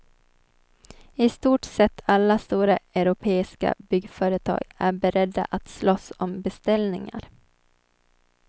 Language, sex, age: Swedish, female, 23